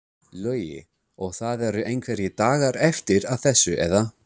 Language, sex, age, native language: Icelandic, male, 30-39, English